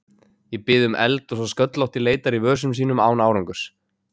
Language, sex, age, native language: Icelandic, male, 20-29, Icelandic